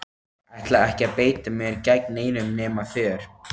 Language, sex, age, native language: Icelandic, male, 13, Icelandic